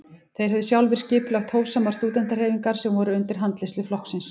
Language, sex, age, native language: Icelandic, female, 18-19, Icelandic